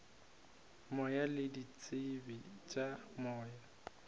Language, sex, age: Northern Sotho, male, 22